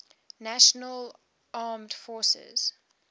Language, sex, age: English, female, 18